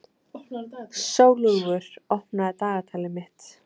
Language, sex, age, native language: Icelandic, female, 18-19, Icelandic